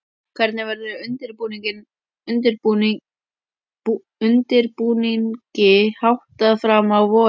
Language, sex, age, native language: Icelandic, male, 12, Icelandic